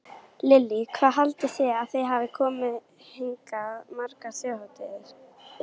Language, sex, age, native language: Icelandic, female, 18-19, Icelandic